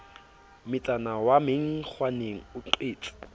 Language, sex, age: Southern Sotho, male, 27